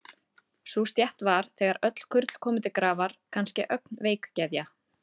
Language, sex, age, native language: Icelandic, female, 30-39, Icelandic